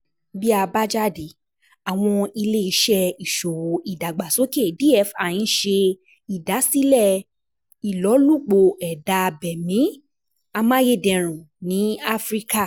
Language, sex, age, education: Yoruba, female, 15-29, tertiary